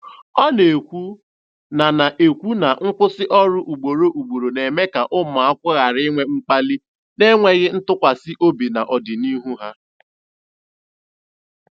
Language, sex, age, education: Igbo, male, 15-29, tertiary